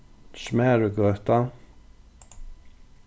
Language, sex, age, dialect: Faroese, male, 36-60, Norðurstreymoy/Eysturoy